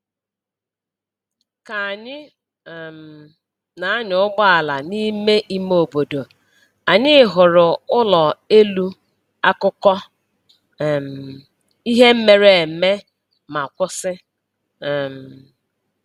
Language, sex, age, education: Igbo, female, 46-60, tertiary